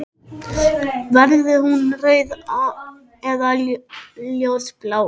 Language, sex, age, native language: Icelandic, male, 6, Icelandic